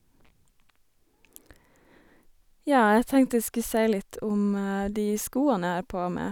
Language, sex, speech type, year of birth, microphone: Norwegian, female, spontaneous, 1987, Sennheiser